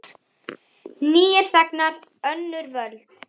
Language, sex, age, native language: Icelandic, female, 8, Icelandic